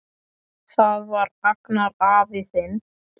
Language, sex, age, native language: Icelandic, male, 10, Icelandic